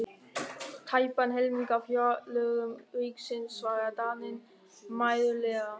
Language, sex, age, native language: Icelandic, male, 13, German